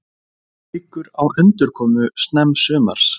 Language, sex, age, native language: Icelandic, male, 20-29, Icelandic